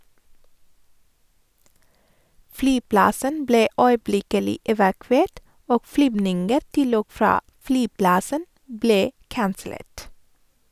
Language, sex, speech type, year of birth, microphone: Norwegian, female, read, 1983, Sennheiser